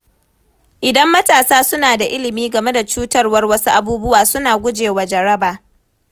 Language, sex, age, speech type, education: Hausa, female, 15-29, read, tertiary